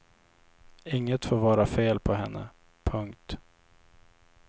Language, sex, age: Swedish, male, 26